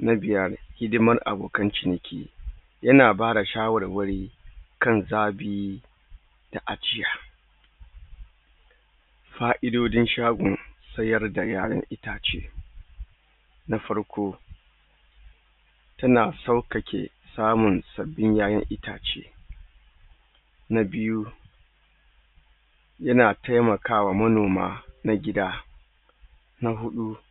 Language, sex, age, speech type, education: Hausa, male, 30-45, spontaneous, tertiary